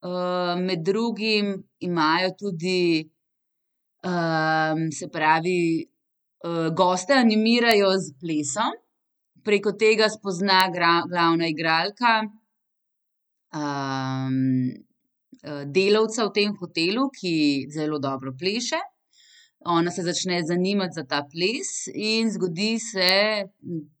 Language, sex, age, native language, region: Slovenian, female, 30-49, Slovenian, Central Slovenia